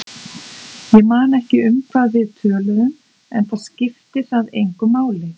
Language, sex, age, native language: Icelandic, female, 50-59, Icelandic